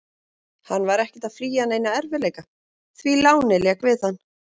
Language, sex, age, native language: Icelandic, female, 40-49, Icelandic